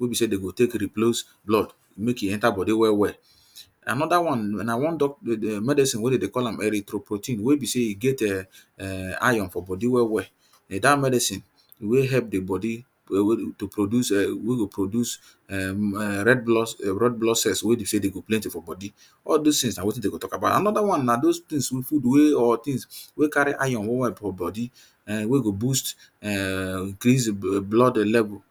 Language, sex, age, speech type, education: Nigerian Pidgin, male, 30-45, spontaneous, tertiary